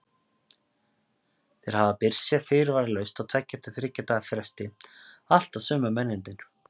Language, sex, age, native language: Icelandic, male, 30-39, Icelandic